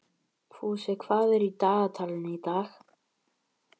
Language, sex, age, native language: Icelandic, female, 12, Icelandic